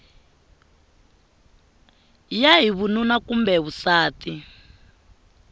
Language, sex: Tsonga, female